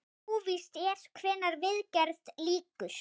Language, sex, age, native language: Icelandic, female, 8, Icelandic